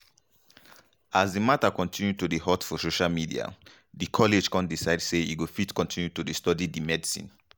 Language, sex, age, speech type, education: Nigerian Pidgin, male, 15-29, spontaneous, tertiary